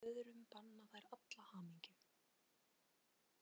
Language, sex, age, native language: Icelandic, female, 18-19, Icelandic